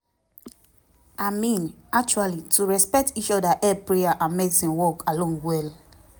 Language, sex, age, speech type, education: Nigerian Pidgin, female, 15-29, spontaneous, tertiary